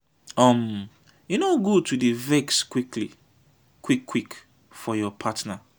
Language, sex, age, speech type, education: Nigerian Pidgin, male, 30-45, spontaneous, tertiary